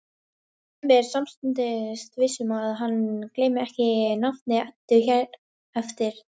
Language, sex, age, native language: Icelandic, female, 18-19, Icelandic